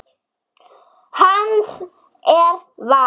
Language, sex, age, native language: Icelandic, female, 9, German